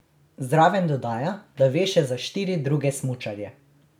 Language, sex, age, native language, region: Slovenian, male, 18-29, Slovenian, Drava region